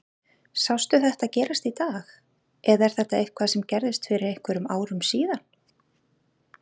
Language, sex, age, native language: Icelandic, female, 30-39, Icelandic